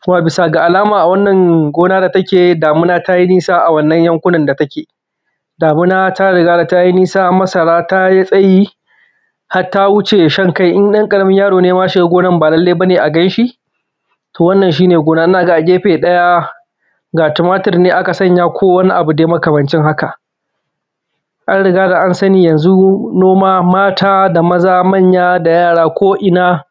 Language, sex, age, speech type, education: Hausa, male, 15-29, spontaneous, primary